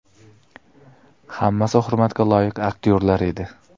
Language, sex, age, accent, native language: Uzbek, male, 25-34, Qoraqalpog'iston, Uzbek